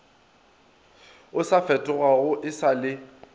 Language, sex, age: Northern Sotho, male, 23